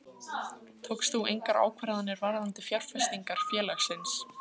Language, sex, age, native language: Icelandic, female, 15, Icelandic